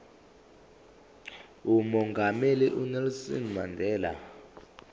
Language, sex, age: Zulu, male, 25